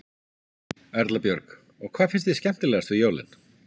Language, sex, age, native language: Icelandic, male, 50-59, Icelandic